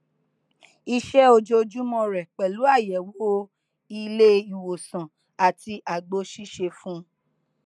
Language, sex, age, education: Yoruba, female, 15-29, tertiary